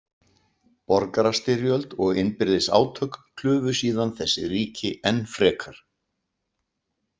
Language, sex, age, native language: Icelandic, male, 60-69, Icelandic